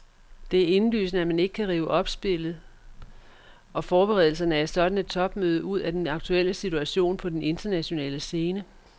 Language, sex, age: Danish, female, 44